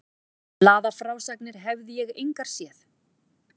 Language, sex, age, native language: Icelandic, female, 40-49, Icelandic